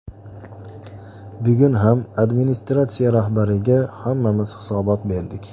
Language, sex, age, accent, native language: Uzbek, male, 25-34, Andijon, Uzbek